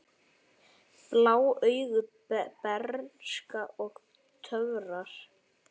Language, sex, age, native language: Icelandic, male, 9, Icelandic